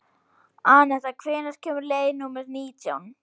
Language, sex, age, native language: Icelandic, female, 18-19, Icelandic